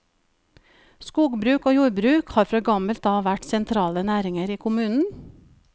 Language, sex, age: Norwegian, female, 37